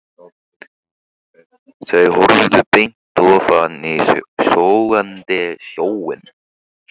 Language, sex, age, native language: Icelandic, male, 15, Icelandic